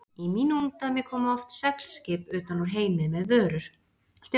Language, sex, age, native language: Icelandic, female, 40-49, Icelandic